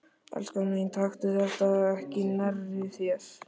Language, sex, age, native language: Icelandic, male, 13, Icelandic